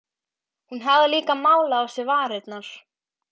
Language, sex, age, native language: Icelandic, female, 12, Icelandic